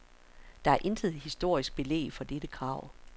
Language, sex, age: Danish, female, 60